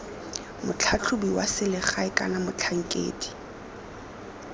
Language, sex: Tswana, female